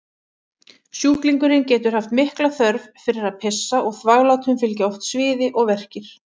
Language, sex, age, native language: Icelandic, female, 40-49, Icelandic